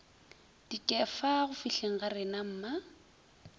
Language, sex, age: Northern Sotho, female, 20